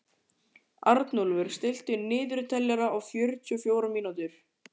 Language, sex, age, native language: Icelandic, male, 14, Icelandic